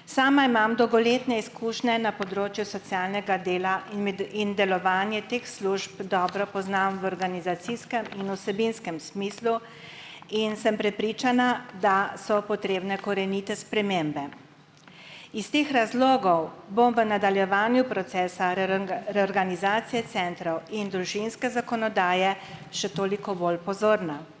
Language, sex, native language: Slovenian, female, Slovenian